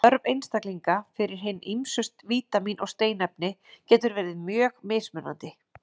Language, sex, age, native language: Icelandic, female, 40-49, Icelandic